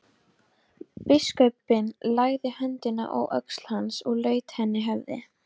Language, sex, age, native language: Icelandic, female, 12, Icelandic